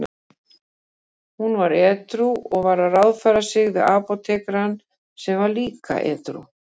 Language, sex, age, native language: Icelandic, female, 50-59, Icelandic